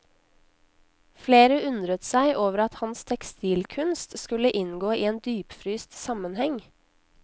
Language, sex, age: Norwegian, female, 19